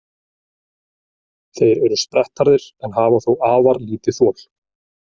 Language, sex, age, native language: Icelandic, male, 30-39, Icelandic